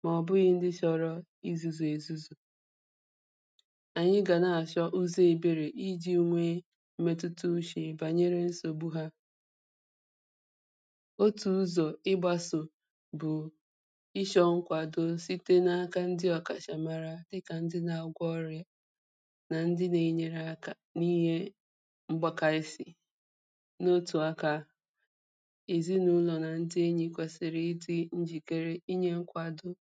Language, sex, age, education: Igbo, female, 30-45, primary